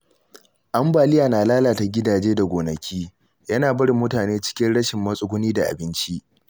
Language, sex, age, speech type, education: Hausa, male, 15-29, read, tertiary